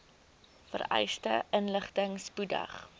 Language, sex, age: Afrikaans, female, 19